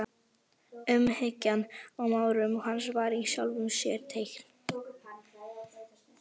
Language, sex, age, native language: Icelandic, female, 11, Icelandic